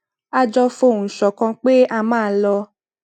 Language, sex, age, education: Yoruba, female, 15-29, secondary